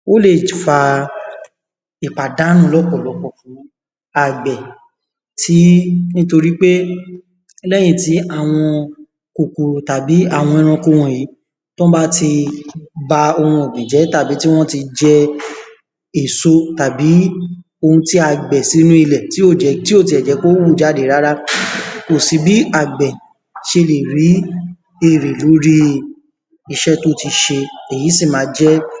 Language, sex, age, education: Yoruba, male, 15-29, tertiary